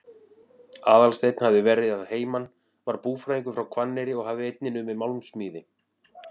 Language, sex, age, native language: Icelandic, male, 40-49, Icelandic